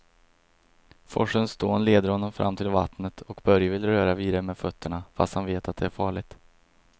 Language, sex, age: Swedish, male, 22